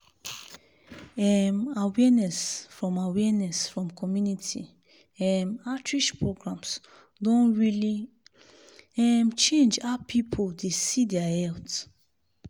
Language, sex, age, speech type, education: Nigerian Pidgin, female, 30-45, spontaneous, tertiary